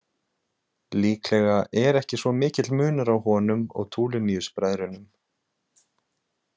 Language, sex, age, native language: Icelandic, male, 20-29, Icelandic